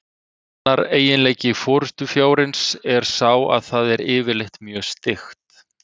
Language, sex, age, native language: Icelandic, male, 30-39, Icelandic